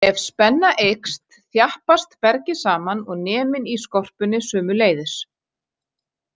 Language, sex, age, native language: Icelandic, female, 40-49, Icelandic